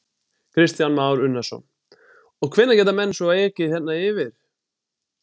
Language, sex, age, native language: Icelandic, male, 20-29, Icelandic